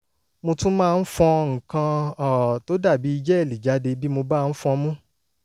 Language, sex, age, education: Yoruba, male, 30-45, tertiary